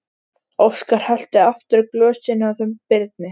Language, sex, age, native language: Icelandic, male, 13, Icelandic